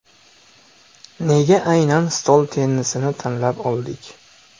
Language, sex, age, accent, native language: Uzbek, male, 25-34, Samarqand, Uzbek